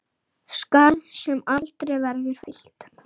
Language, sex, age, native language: Icelandic, male, 8, Icelandic